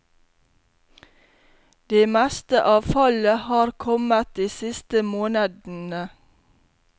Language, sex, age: Norwegian, female, 32